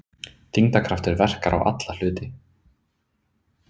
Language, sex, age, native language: Icelandic, male, 30-39, Icelandic